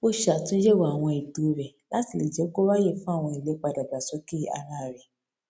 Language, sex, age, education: Yoruba, female, 15-29, tertiary